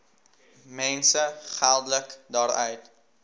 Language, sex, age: Afrikaans, male, 19